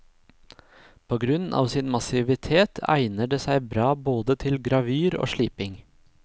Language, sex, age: Norwegian, male, 26